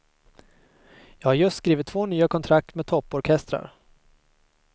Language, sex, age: Swedish, male, 22